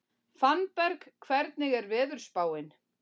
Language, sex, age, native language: Icelandic, female, 40-49, Icelandic